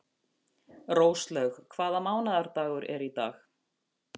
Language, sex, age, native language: Icelandic, female, 50-59, Icelandic